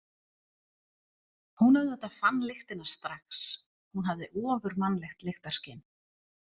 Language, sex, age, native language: Icelandic, other, 40-49, Icelandic